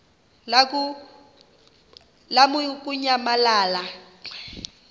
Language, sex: Xhosa, female